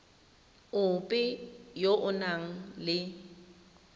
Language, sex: Tswana, female